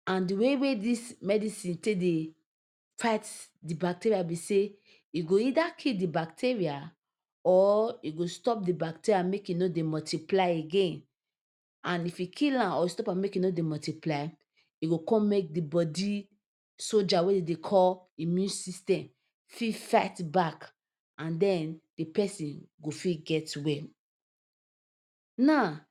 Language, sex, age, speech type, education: Nigerian Pidgin, female, 15-29, spontaneous, tertiary